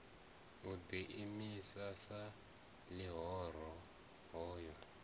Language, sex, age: Venda, male, 34